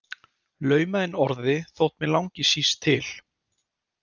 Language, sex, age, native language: Icelandic, male, 30-39, Icelandic